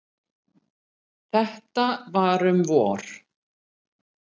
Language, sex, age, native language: Icelandic, female, 50-59, Icelandic